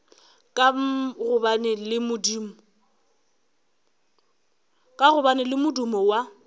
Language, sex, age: Northern Sotho, female, 21